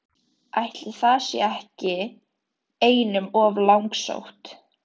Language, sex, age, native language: Icelandic, female, 13, Icelandic